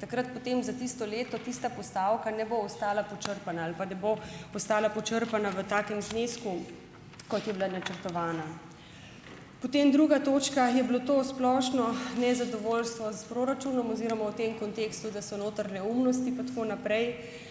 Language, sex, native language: Slovenian, female, Slovenian